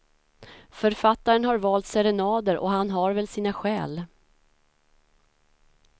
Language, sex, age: Swedish, female, 46